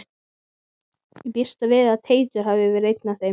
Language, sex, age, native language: Icelandic, female, 12, Icelandic